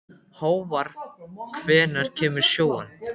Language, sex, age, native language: Icelandic, male, 14, Icelandic